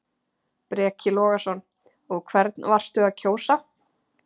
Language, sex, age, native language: Icelandic, female, 30-39, Icelandic